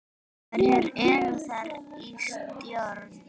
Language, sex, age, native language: Icelandic, female, 9, Icelandic